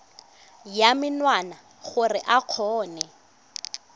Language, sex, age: Tswana, female, 22